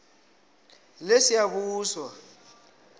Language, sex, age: South Ndebele, male, 20